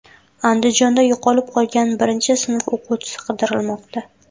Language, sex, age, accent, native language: Uzbek, female, 18-24, Buxoro, Uzbek